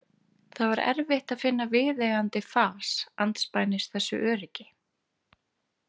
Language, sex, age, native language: Icelandic, female, 30-39, Icelandic